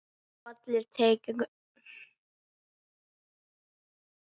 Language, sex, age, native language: Icelandic, female, 9, Icelandic